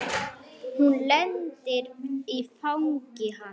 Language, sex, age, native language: Icelandic, male, 9, Icelandic